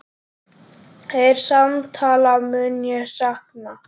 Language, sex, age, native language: Icelandic, male, 10, Icelandic